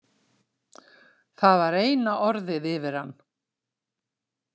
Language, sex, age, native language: Icelandic, female, 60-69, Icelandic